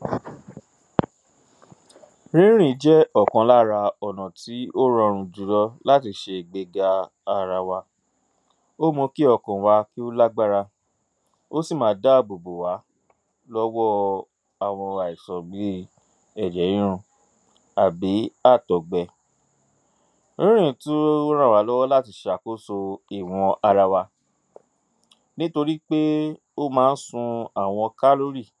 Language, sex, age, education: Yoruba, male, 30-45, tertiary